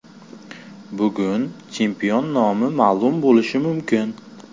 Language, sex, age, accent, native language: Uzbek, male, 25-34, Samarqand, Uzbek